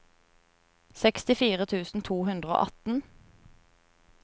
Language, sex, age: Norwegian, female, 30